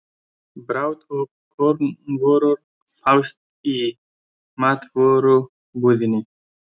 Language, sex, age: Icelandic, male, 20-29